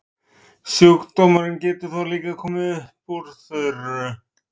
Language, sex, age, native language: Icelandic, male, 30-39, Icelandic